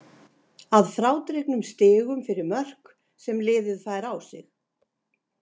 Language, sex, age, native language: Icelandic, female, 60-69, Icelandic